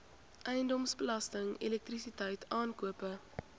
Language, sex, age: Afrikaans, female, 21